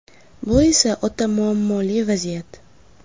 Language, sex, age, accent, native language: Uzbek, female, under 19, Samarqand, Uzbek